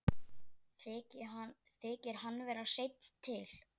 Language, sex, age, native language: Icelandic, female, 10, Icelandic